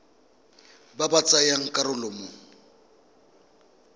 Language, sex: Tswana, male